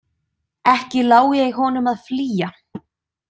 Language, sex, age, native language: Icelandic, female, 20-29, Icelandic